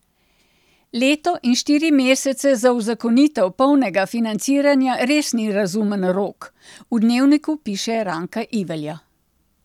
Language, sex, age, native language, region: Slovenian, female, 60+, Slovenian, Central Slovenia